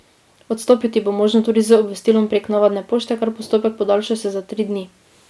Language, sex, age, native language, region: Slovenian, female, 18-29, Slovenian, Drava region